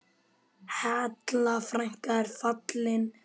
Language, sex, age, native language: Icelandic, female, 10, Icelandic